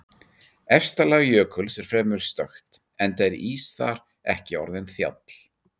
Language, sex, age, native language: Icelandic, male, 40-49, Icelandic